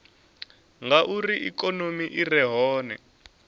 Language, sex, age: Venda, male, 24